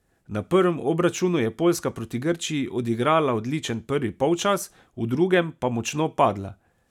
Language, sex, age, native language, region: Slovenian, male, 30-49, Slovenian, Savinja region